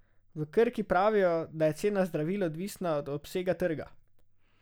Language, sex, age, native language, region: Slovenian, male, 18-29, Slovenian, Drava region